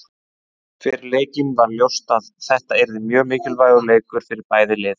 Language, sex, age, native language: Icelandic, male, 20-29, Icelandic